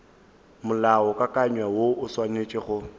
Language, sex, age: Northern Sotho, male, 18